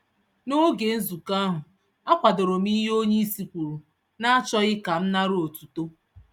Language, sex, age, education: Igbo, female, 30-45, tertiary